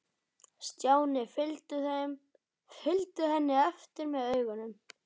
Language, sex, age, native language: Icelandic, male, 11, Icelandic